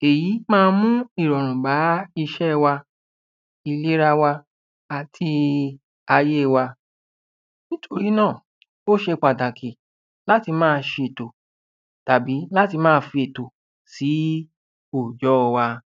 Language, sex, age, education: Yoruba, male, 15-29, tertiary